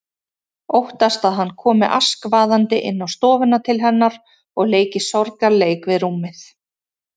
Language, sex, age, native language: Icelandic, female, 30-39, Icelandic